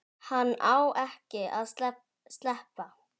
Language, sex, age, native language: Icelandic, female, 10, Icelandic